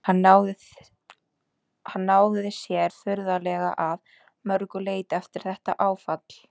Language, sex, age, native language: Icelandic, female, 18-19, Icelandic